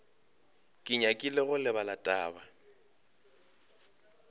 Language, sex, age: Northern Sotho, male, 25